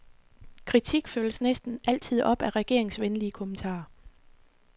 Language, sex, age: Danish, female, 40